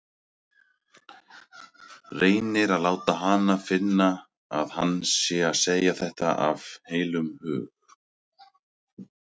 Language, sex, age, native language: Icelandic, male, 30-39, Icelandic